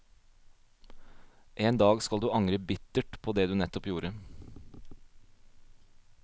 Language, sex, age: Norwegian, male, 26